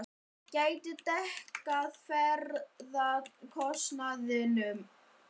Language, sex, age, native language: Icelandic, female, 50-59, Icelandic